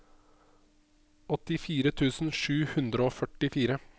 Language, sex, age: Norwegian, male, 27